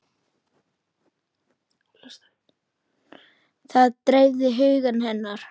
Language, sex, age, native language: Icelandic, male, 10, Icelandic